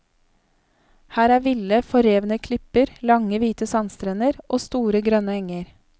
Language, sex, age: Norwegian, female, 31